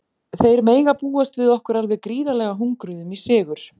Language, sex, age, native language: Icelandic, female, 40-49, Icelandic